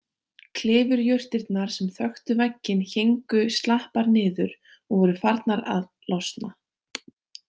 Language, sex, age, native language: Icelandic, female, 18-19, Icelandic